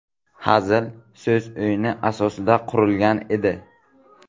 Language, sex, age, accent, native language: Uzbek, male, 18-24, Buxoro, Uzbek